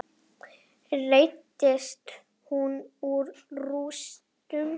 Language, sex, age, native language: Icelandic, female, 7, Icelandic